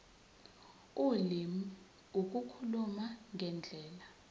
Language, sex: Zulu, female